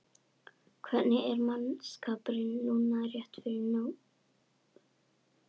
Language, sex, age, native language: Icelandic, female, 11, Icelandic